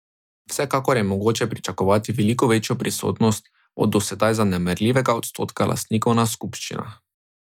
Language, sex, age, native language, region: Slovenian, male, 18-29, Slovenian, Drava region